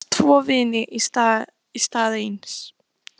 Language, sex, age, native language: Icelandic, female, 15, Icelandic